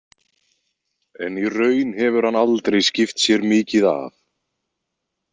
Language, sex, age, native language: Icelandic, male, 20-29, Icelandic